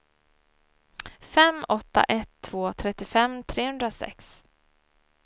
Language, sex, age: Swedish, female, 34